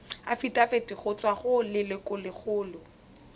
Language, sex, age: Tswana, female, 21